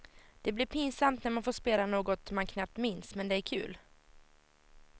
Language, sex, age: Swedish, female, 17